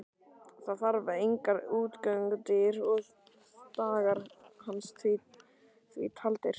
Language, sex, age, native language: Icelandic, male, 12, Icelandic